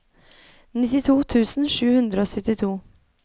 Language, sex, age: Norwegian, female, 23